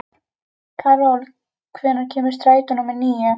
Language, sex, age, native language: Icelandic, female, 11, Icelandic